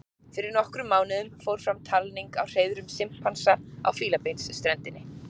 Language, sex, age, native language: Icelandic, female, 40-49, Icelandic